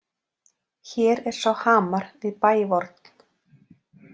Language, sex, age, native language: Icelandic, female, 40-49, Icelandic